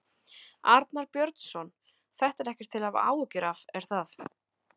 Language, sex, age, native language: Icelandic, female, 30-39, Icelandic